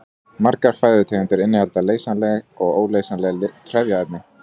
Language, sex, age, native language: Icelandic, male, 20-29, Icelandic